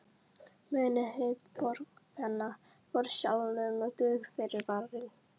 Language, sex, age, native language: Icelandic, female, 11, Icelandic